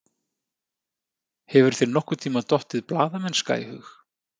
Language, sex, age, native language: Icelandic, male, 30-39, Icelandic